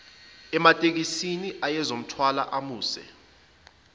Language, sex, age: Zulu, male, 25